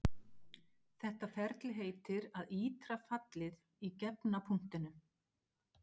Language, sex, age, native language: Icelandic, female, 50-59, Icelandic